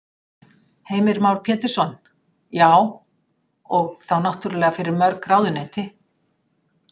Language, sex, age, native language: Icelandic, female, 60-69, Icelandic